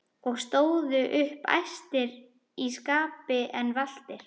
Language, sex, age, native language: Icelandic, female, 11, Icelandic